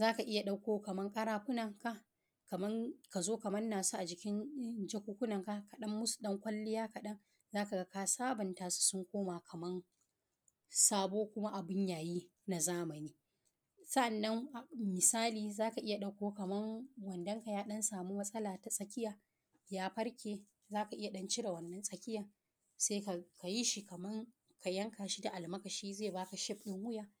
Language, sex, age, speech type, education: Hausa, female, 30-45, spontaneous, primary